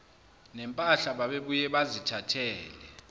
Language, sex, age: Zulu, male, 29